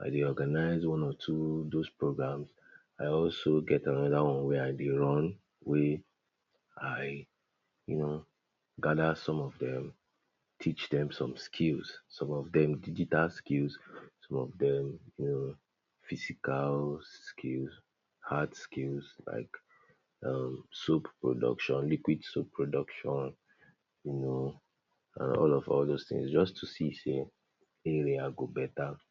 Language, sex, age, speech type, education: Nigerian Pidgin, male, 60+, spontaneous, tertiary